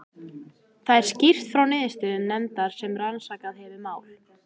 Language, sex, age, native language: Icelandic, female, 14, Icelandic